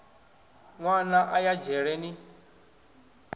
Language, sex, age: Venda, male, 21